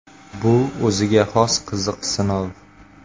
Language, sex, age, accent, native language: Uzbek, male, 25-34, Qashqadaryo, Uzbek